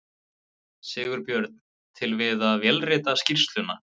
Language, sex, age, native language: Icelandic, male, 20-29, Icelandic